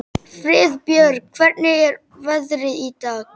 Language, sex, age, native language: Icelandic, male, 12, Icelandic